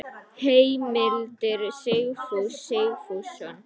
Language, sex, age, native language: Icelandic, female, 50-59, Icelandic